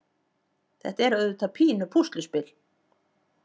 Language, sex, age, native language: Icelandic, female, 40-49, Icelandic